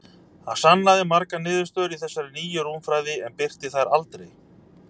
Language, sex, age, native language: Icelandic, male, 30-39, Icelandic